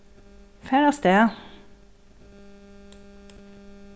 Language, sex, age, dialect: Faroese, female, 36-60, Suðurstreymoy